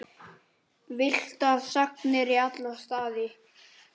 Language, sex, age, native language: Icelandic, female, 9, Icelandic